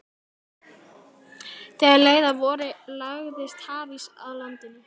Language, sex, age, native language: Icelandic, female, 13, Icelandic